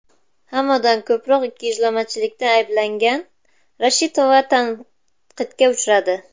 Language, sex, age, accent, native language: Uzbek, female, 19-29, Buxoro, Uzbek